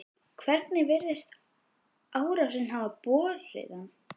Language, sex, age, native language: Icelandic, female, 11, Icelandic